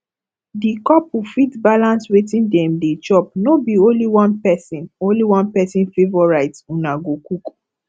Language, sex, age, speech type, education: Nigerian Pidgin, female, 15-29, spontaneous, tertiary